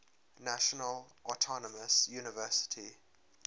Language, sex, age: English, male, 23